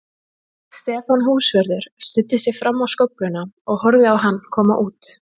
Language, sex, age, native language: Icelandic, female, 20-29, Icelandic